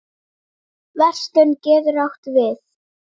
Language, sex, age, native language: Icelandic, female, 7, Icelandic